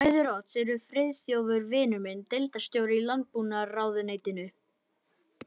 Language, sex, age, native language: Icelandic, male, 11, Icelandic